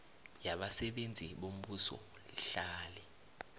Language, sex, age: South Ndebele, male, 21